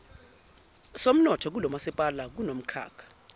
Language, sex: Zulu, female